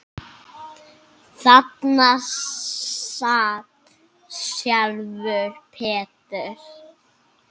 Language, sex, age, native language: Icelandic, male, 6, Icelandic